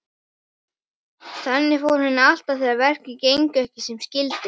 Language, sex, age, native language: Icelandic, male, 11, Icelandic